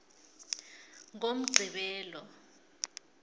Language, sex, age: South Ndebele, female, 25